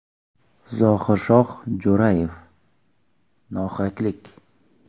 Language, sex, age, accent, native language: Uzbek, male, 25-34, Xorazm, Uzbek